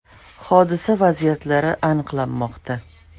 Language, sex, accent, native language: Uzbek, female, Toshkent shahri, Uzbek